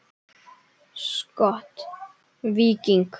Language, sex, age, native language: Icelandic, female, 10, Icelandic